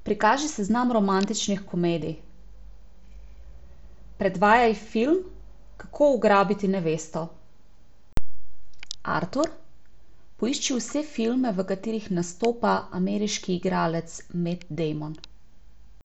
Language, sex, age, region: Slovenian, female, 18-29, Abroad